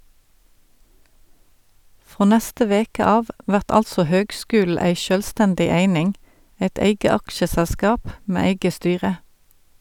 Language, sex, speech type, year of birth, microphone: Norwegian, female, read, 1972, Sennheiser